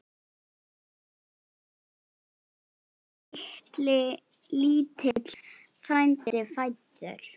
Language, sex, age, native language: Icelandic, female, 8, Icelandic